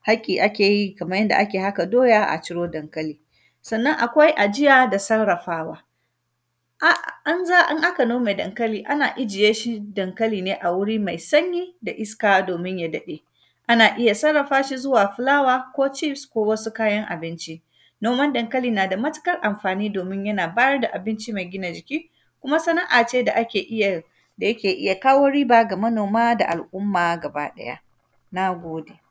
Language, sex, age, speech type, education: Hausa, female, 30-45, spontaneous, tertiary